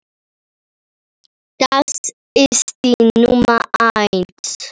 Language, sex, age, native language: Icelandic, female, 10, Icelandic